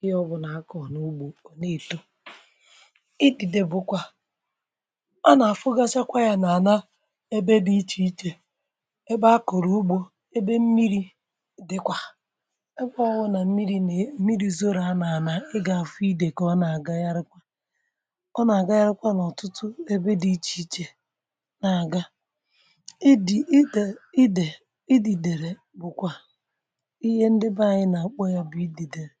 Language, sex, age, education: Igbo, male, 30-45, tertiary